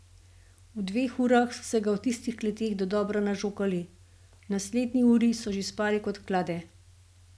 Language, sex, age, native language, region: Slovenian, female, 50-59, Slovenian, Gorenjska region